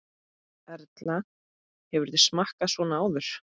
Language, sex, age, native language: Icelandic, female, 8, Icelandic